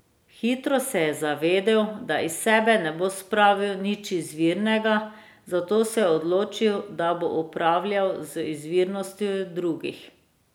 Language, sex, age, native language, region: Slovenian, female, 30-49, Slovenian, Drava region